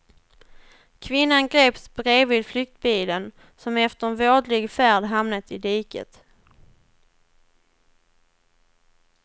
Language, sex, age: Swedish, female, 21